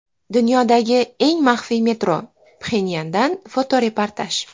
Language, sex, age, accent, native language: Uzbek, female, 19-29, Farg'ona, Uzbek